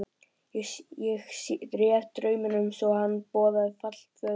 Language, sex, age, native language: Icelandic, male, 12, Icelandic